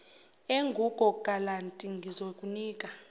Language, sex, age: Zulu, female, 29